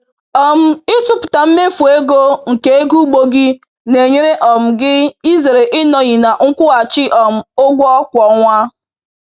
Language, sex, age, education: Igbo, female, 15-29, tertiary